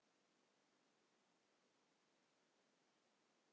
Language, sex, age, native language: Icelandic, female, 40-49, Icelandic